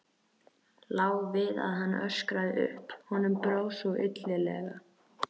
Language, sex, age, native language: Icelandic, female, 13, Icelandic